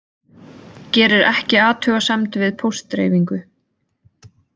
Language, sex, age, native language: Icelandic, female, 20-29, Icelandic